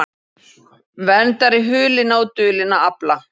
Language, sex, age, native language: Icelandic, female, 40-49, Icelandic